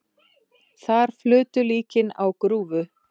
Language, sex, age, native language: Icelandic, female, 6, Icelandic